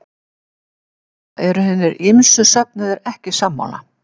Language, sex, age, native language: Icelandic, female, 70-79, Icelandic